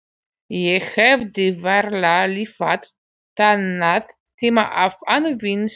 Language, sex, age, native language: Icelandic, female, 40-49, Polish